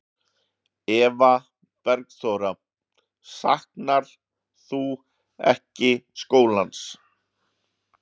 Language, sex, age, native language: Icelandic, male, 40-49, Icelandic